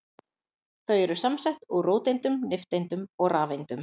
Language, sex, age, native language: Icelandic, female, 30-39, Icelandic